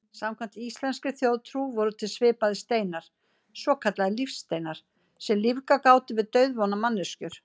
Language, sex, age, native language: Icelandic, female, 50-59, Icelandic